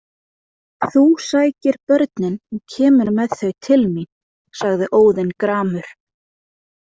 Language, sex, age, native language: Icelandic, female, 20-29, Icelandic